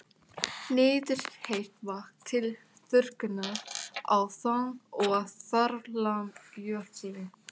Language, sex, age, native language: Icelandic, female, 18-19, Thai